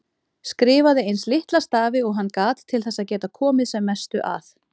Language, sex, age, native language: Icelandic, female, 30-39, Icelandic